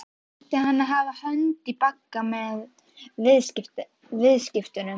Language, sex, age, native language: Icelandic, female, 11, Icelandic